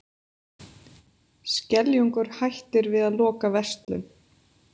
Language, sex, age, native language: Icelandic, female, 30-39, Icelandic